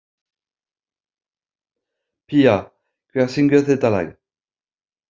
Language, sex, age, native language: Icelandic, male, 50-59, French